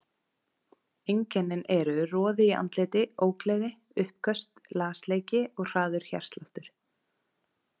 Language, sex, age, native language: Icelandic, female, 30-39, Icelandic